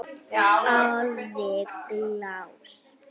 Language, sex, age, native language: Icelandic, female, 7, Icelandic